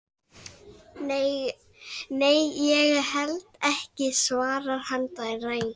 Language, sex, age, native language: Icelandic, female, 11, Icelandic